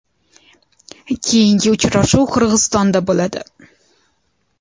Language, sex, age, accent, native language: Uzbek, female, 18-24, Toshkent shahri, Uzbek